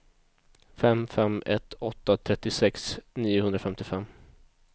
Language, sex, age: Swedish, male, 22